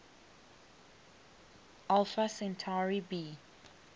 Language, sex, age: English, female, 21